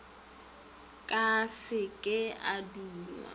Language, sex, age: Northern Sotho, female, 18